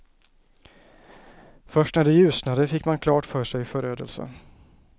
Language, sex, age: Swedish, male, 34